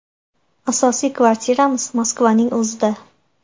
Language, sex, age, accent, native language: Uzbek, female, 18-24, Andijon, Uzbek